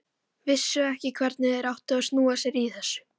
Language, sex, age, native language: Icelandic, female, 12, Icelandic